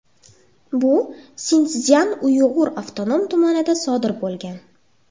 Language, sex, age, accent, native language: Uzbek, female, under 19, Toshkent shahri, Uzbek